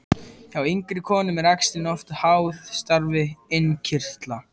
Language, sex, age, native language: Icelandic, male, 14, Icelandic